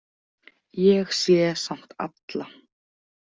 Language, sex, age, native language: Icelandic, female, 40-49, Icelandic